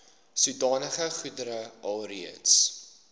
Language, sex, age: Afrikaans, male, 19